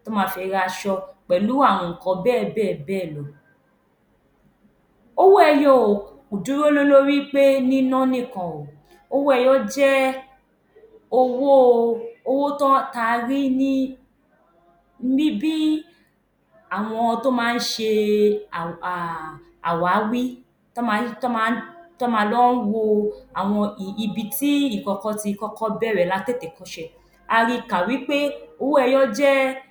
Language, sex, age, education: Yoruba, female, 15-29, tertiary